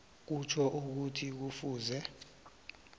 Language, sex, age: South Ndebele, male, 24